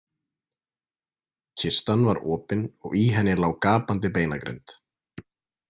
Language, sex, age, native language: Icelandic, male, 20-29, Icelandic